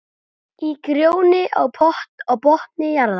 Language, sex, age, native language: Icelandic, male, 9, Icelandic